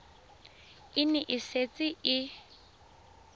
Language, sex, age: Tswana, female, 20